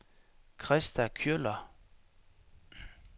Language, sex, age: Danish, male, 33